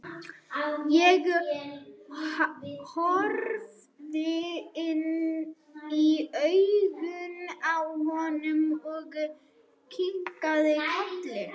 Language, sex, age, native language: Icelandic, female, 30-39, Swedish